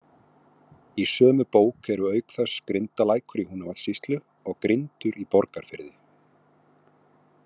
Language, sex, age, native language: Icelandic, male, 40-49, Icelandic